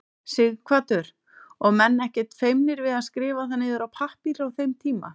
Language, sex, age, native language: Icelandic, female, 30-39, Icelandic